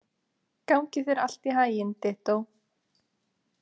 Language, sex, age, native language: Icelandic, female, 30-39, Icelandic